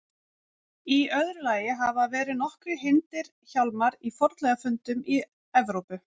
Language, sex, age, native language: Icelandic, female, 40-49, Icelandic